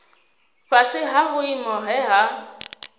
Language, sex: Venda, female